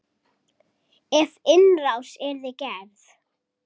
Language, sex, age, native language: Icelandic, female, 8, Icelandic